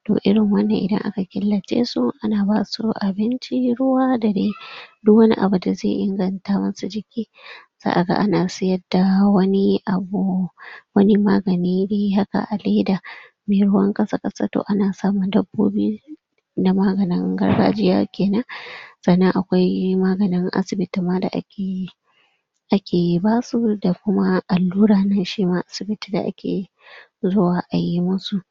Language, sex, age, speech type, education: Hausa, female, 46-60, spontaneous, tertiary